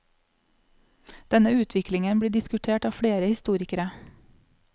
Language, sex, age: Norwegian, female, 35